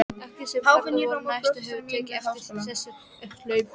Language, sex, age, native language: Icelandic, female, 12, Icelandic